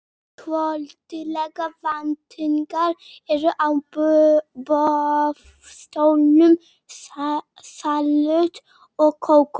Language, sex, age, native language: Icelandic, male, 11, Icelandic